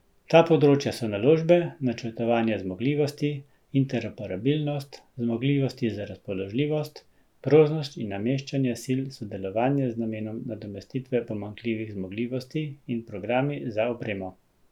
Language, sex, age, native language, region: Slovenian, male, 50-59, Slovenian, Central Slovenia